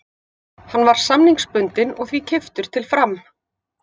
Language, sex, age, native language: Icelandic, female, 50-59, Icelandic